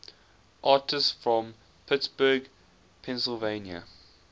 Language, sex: English, male